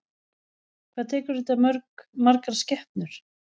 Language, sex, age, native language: Icelandic, female, 11, Icelandic